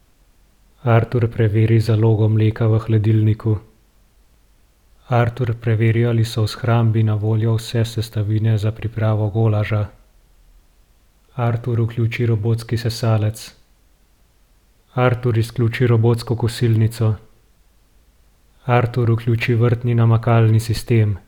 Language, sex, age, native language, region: Slovenian, male, 30-49, Slovenian, Gorenjska region